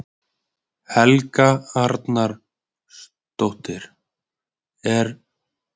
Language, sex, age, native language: Icelandic, male, 20-29, Icelandic